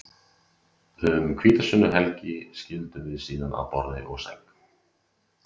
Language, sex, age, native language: Icelandic, male, 30-39, Icelandic